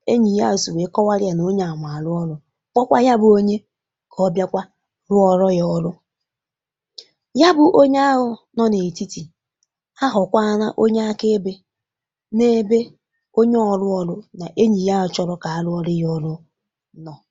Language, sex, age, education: Igbo, female, 15-29, tertiary